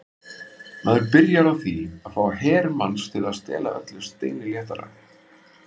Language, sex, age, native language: Icelandic, male, 50-59, Icelandic